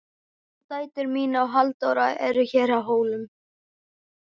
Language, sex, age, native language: Icelandic, female, 12, Icelandic